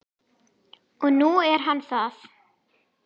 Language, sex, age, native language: Icelandic, female, 10, Icelandic